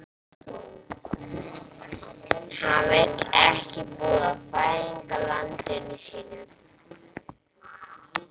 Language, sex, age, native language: Icelandic, female, 11, Icelandic